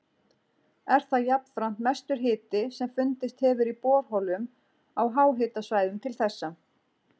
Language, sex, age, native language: Icelandic, female, 40-49, Icelandic